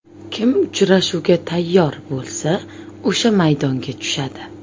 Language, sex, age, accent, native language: Uzbek, female, 25-34, Toshkent viloyati, Uzbek